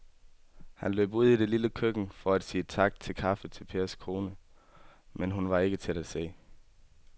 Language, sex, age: Danish, male, 18